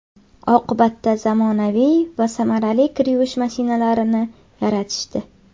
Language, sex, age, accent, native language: Uzbek, female, under 19, Qashqadaryo, Uzbek